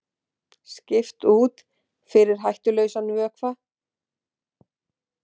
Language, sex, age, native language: Icelandic, female, 40-49, Icelandic